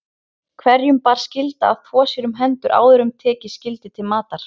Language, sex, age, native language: Icelandic, female, 30-39, Icelandic